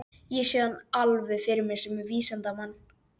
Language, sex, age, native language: Icelandic, female, 12, Icelandic